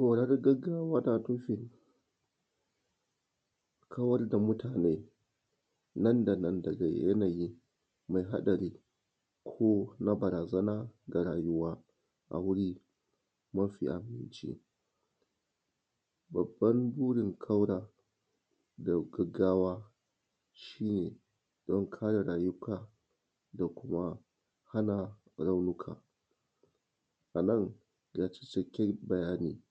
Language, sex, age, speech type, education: Hausa, male, 30-45, spontaneous, tertiary